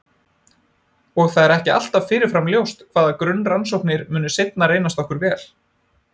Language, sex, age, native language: Icelandic, male, 20-29, Icelandic